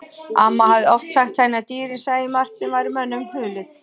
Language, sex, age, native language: Icelandic, female, 40-49, Icelandic